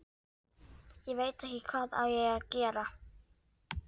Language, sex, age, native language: Icelandic, female, 12, Icelandic